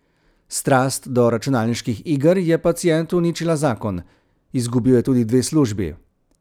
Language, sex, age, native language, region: Slovenian, male, 30-49, Slovenian, Central Slovenia